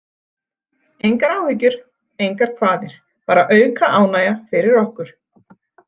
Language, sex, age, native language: Icelandic, female, 40-49, Icelandic